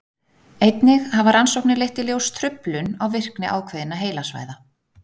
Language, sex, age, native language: Icelandic, female, 30-39, Icelandic